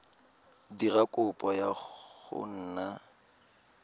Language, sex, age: Tswana, male, 22